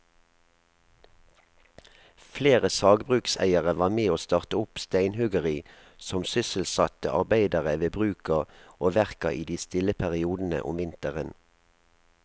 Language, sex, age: Norwegian, male, 37